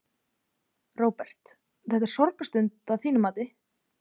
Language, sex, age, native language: Icelandic, female, 20-29, Icelandic